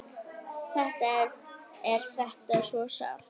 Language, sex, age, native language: Icelandic, female, 9, Icelandic